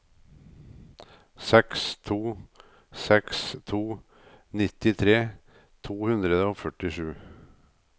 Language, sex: Norwegian, male